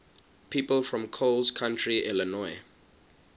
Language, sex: English, male